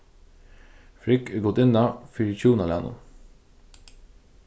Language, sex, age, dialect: Faroese, male, 15-35, Suðurstreymoy